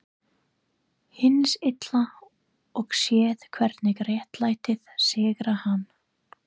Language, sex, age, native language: Icelandic, female, 30-39, English